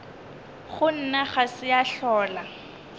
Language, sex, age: Northern Sotho, female, 20